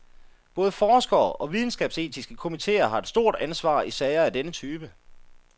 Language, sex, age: Danish, male, 33